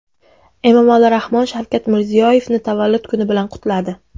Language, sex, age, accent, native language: Uzbek, female, 19-29, Jizzax, Uzbek